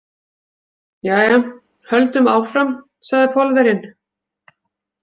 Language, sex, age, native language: Icelandic, female, 40-49, Icelandic